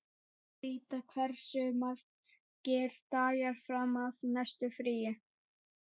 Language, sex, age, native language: Icelandic, male, 11, Icelandic